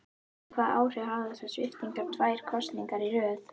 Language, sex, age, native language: Icelandic, female, 11, Icelandic